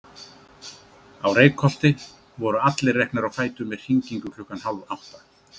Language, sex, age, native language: Icelandic, male, 60-69, Icelandic